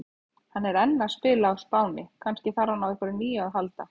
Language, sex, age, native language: Icelandic, female, 30-39, Icelandic